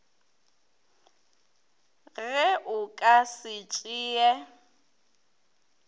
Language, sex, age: Northern Sotho, female, 21